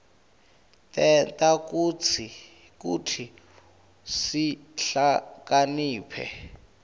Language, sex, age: Swati, male, 21